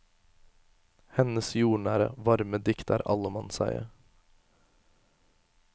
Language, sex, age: Norwegian, male, 24